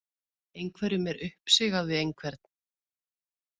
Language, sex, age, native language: Icelandic, female, 50-59, Icelandic